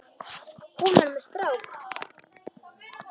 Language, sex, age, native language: Icelandic, female, 10, Icelandic